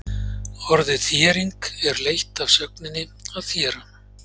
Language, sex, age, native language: Icelandic, male, 40-49, Icelandic